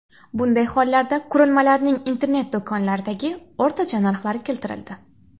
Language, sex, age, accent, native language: Uzbek, female, 19-29, Xorazm, Uzbek